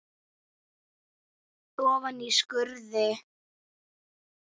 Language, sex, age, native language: Icelandic, female, 8, Icelandic